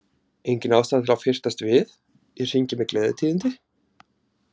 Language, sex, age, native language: Icelandic, male, 30-39, Icelandic